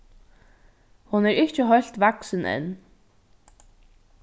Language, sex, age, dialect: Faroese, female, 15-35, Norðurstreymoy/Eysturoy